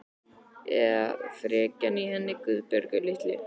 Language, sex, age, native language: Icelandic, male, 11, Icelandic